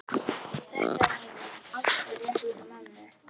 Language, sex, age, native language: Icelandic, female, 11, Icelandic